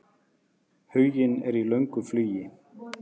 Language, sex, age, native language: Icelandic, male, 50-59, Icelandic